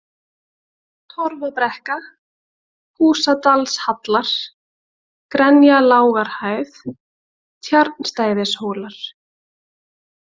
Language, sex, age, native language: Icelandic, female, 20-29, Icelandic